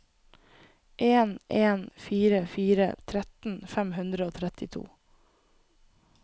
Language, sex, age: Norwegian, female, 24